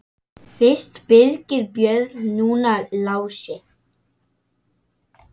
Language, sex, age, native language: Icelandic, male, 9, Icelandic